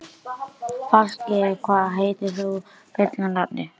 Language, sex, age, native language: Icelandic, male, 11, Icelandic